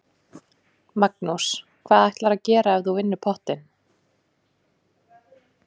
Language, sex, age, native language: Icelandic, female, 20-29, Icelandic